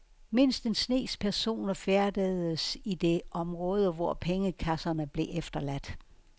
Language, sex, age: Danish, female, 69